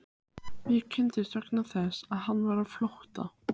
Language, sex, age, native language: Icelandic, female, 15, Icelandic